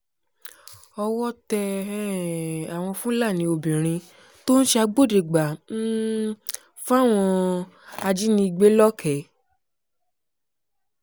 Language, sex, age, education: Yoruba, female, 15-29, tertiary